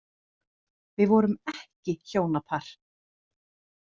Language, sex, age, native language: Icelandic, female, 30-39, Icelandic